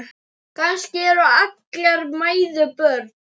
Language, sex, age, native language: Icelandic, male, 9, Icelandic